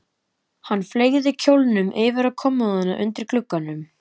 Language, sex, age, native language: Icelandic, male, 11, Icelandic